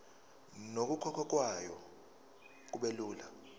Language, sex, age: Zulu, male, 19